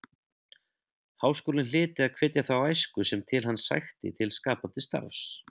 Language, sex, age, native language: Icelandic, male, 30-39, Icelandic